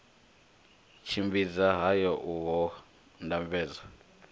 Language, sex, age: Venda, male, 25